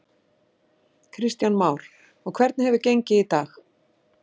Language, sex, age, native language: Icelandic, female, 60-69, Icelandic